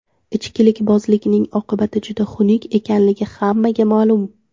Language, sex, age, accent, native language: Uzbek, female, 18-24, Toshkent shahri, Uzbek